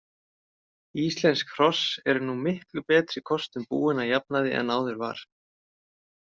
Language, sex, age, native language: Icelandic, male, 30-39, Icelandic